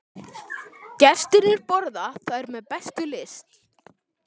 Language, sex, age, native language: Icelandic, male, 12, Icelandic